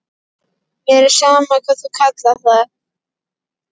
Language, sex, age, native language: Icelandic, female, 12, Icelandic